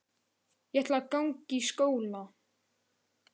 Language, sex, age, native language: Icelandic, male, 11, Icelandic